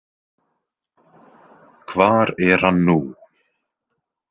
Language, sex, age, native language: Icelandic, male, 20-29, Icelandic